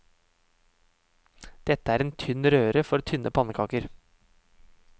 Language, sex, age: Norwegian, male, 31